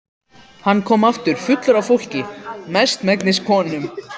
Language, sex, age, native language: Icelandic, other, 14, Icelandic